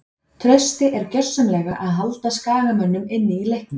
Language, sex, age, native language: Icelandic, female, 30-39, Icelandic